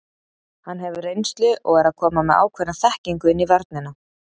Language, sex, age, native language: Icelandic, female, 30-39, Icelandic